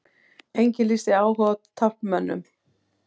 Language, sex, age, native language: Icelandic, female, 40-49, Icelandic